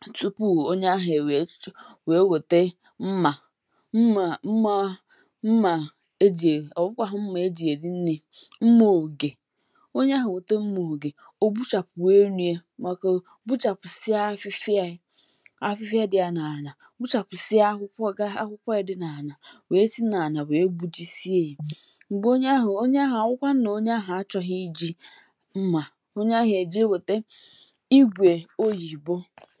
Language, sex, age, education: Igbo, female, 15-29, tertiary